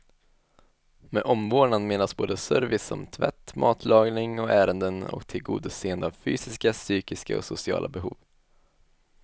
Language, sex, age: Swedish, male, 21